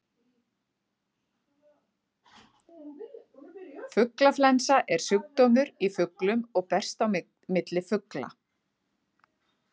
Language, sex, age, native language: Icelandic, female, 40-49, Icelandic